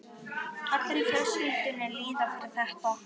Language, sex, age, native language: Icelandic, male, 11, Icelandic